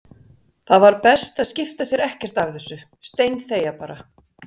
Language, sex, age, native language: Icelandic, female, 60-69, Icelandic